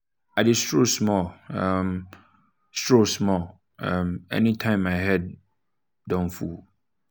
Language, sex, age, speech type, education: Nigerian Pidgin, male, 15-29, spontaneous, tertiary